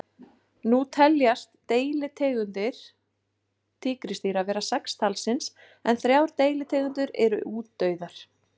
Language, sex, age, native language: Icelandic, female, 40-49, Icelandic